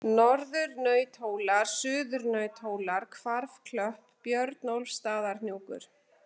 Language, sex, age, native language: Icelandic, female, 40-49, Icelandic